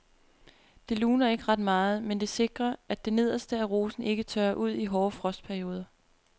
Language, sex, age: Danish, female, 25